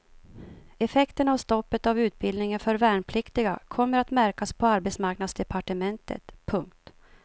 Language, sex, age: Swedish, female, 52